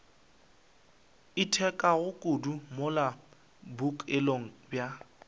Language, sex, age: Northern Sotho, male, 23